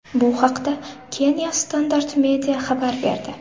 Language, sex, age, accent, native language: Uzbek, female, 18-24, Samarqand, Uzbek